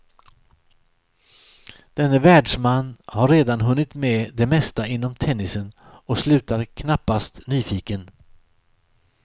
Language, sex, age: Swedish, male, 63